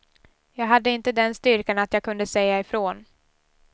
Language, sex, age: Swedish, female, 18